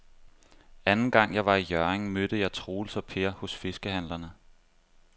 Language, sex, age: Danish, male, 25